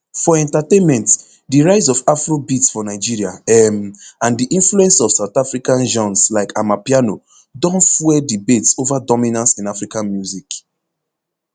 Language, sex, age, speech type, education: Nigerian Pidgin, male, 15-29, spontaneous, tertiary